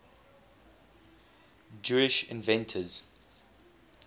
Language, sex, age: English, male, 20